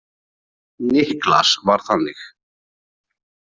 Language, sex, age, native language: Icelandic, male, 30-39, Icelandic